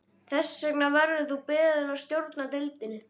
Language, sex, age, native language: Icelandic, other, 12, Icelandic